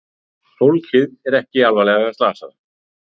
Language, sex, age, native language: Icelandic, male, 40-49, Icelandic